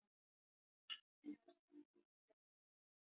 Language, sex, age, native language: Icelandic, female, 18-19, Icelandic